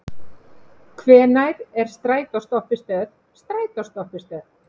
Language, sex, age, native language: Icelandic, female, 50-59, Icelandic